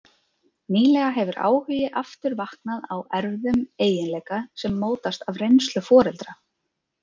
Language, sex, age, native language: Icelandic, female, 30-39, Icelandic